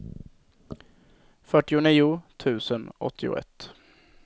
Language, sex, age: Swedish, male, 22